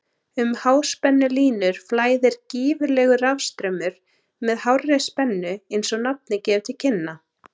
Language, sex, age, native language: Icelandic, female, 30-39, Icelandic